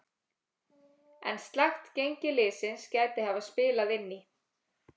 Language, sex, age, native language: Icelandic, female, 30-39, Icelandic